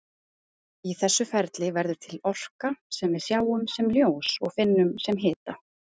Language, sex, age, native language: Icelandic, female, 30-39, Icelandic